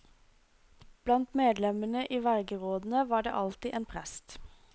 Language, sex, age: Norwegian, female, 26